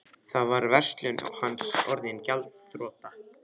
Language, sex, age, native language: Icelandic, male, 13, Icelandic